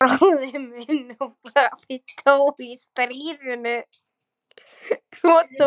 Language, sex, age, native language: Icelandic, male, 11, Icelandic